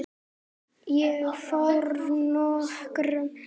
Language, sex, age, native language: Icelandic, male, 9, Icelandic